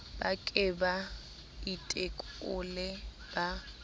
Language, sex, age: Southern Sotho, female, 19